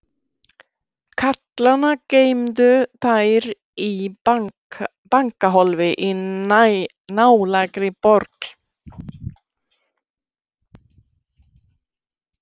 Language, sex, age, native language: Icelandic, female, 60-69, Swedish